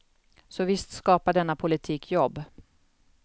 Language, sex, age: Swedish, female, 48